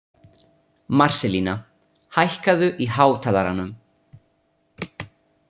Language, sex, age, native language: Icelandic, male, 30-39, Italian